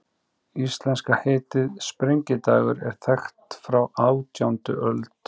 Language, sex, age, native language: Icelandic, female, 18-19, Icelandic